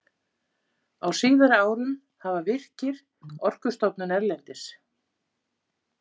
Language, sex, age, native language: Icelandic, female, 50-59, Icelandic